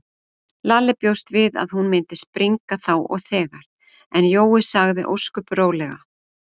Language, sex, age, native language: Icelandic, female, 40-49, Icelandic